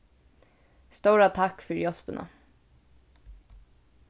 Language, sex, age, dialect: Faroese, female, 15-35, Suðurstreymoy